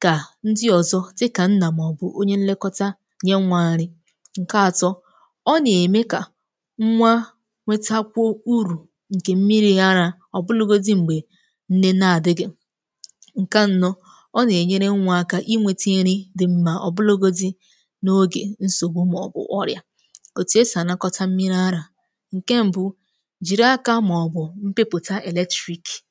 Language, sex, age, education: Igbo, female, 15-29, tertiary